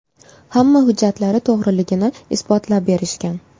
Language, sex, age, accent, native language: Uzbek, female, 18-24, Toshkent shahri, Uzbek